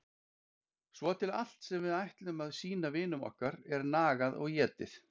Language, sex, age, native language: Icelandic, male, 50-59, Icelandic